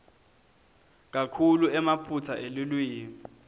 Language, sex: Swati, male